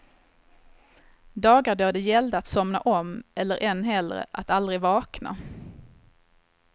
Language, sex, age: Swedish, female, 21